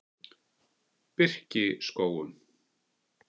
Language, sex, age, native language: Icelandic, male, 50-59, Icelandic